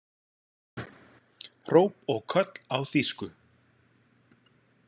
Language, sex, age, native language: Icelandic, male, 40-49, Icelandic